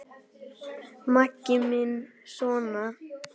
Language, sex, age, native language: Icelandic, male, 10, Icelandic